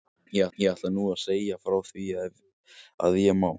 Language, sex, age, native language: Icelandic, male, 18-19, Icelandic